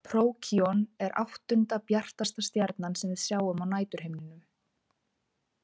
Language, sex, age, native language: Icelandic, female, 20-29, Icelandic